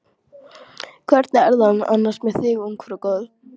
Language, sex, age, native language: Icelandic, female, 12, Icelandic